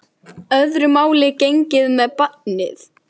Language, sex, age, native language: Icelandic, female, 11, Icelandic